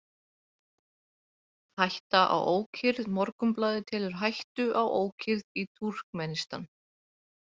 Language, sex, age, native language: Icelandic, female, 30-39, Icelandic